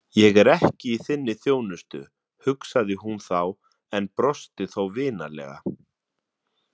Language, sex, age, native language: Icelandic, male, 30-39, Icelandic